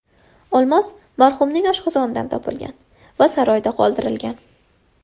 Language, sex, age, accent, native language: Uzbek, female, 18-24, Farg'ona, Uzbek